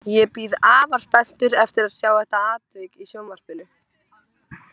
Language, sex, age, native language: Icelandic, female, 18-19, Icelandic